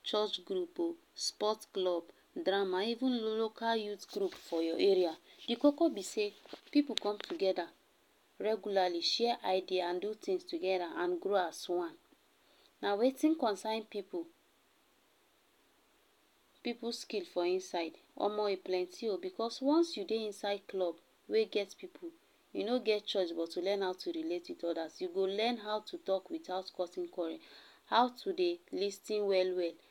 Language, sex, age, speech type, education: Nigerian Pidgin, female, 15-29, spontaneous, tertiary